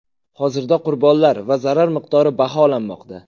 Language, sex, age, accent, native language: Uzbek, male, 18-24, Jizzax, Uzbek